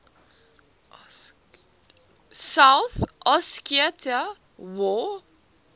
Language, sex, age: English, female, 18